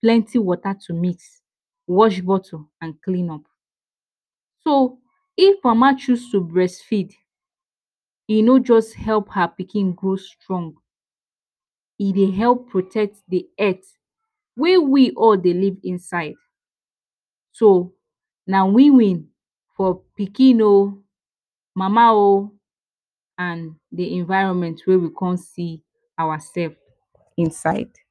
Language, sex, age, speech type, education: Nigerian Pidgin, female, 15-29, spontaneous, tertiary